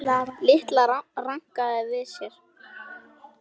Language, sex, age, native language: Icelandic, male, 10, Icelandic